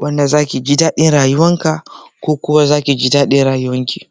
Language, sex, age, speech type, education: Hausa, male, 15-29, spontaneous, tertiary